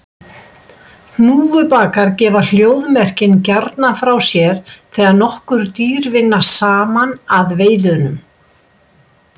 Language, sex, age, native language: Icelandic, female, 60-69, Icelandic